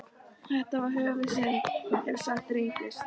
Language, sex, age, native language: Icelandic, female, 13, Icelandic